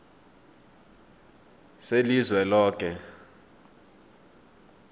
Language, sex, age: South Ndebele, male, 23